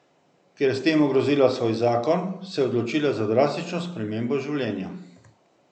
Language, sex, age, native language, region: Slovenian, male, 50-59, Slovenian, Central Slovenia